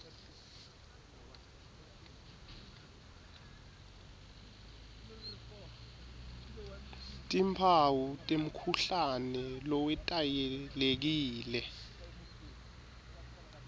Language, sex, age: Swati, male, 23